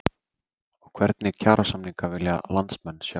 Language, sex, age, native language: Icelandic, male, 30-39, Icelandic